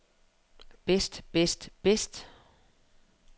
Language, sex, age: Danish, female, 31